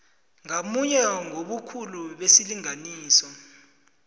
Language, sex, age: South Ndebele, male, 20